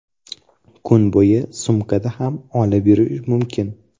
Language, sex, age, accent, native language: Uzbek, male, 12-17, Toshkent shahri, Uzbek